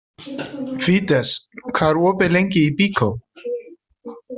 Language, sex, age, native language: Icelandic, male, 30-39, Icelandic